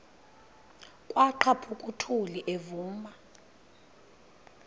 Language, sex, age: Xhosa, female, 26